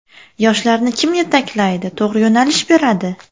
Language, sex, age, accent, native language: Uzbek, female, 18-24, Farg'ona, Uzbek